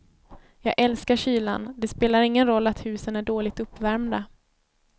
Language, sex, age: Swedish, female, 24